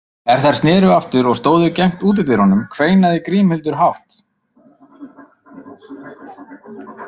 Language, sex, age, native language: Icelandic, male, 30-39, Icelandic